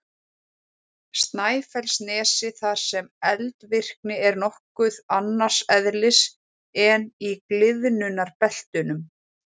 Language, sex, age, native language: Icelandic, female, 40-49, Icelandic